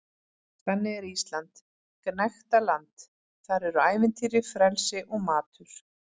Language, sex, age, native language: Icelandic, female, 40-49, Icelandic